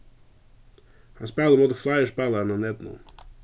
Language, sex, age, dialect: Faroese, male, 36-60, Suðurstreymoy